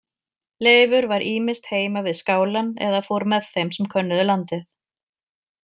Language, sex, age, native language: Icelandic, female, 40-49, Icelandic